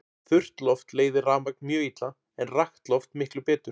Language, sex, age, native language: Icelandic, male, 40-49, Icelandic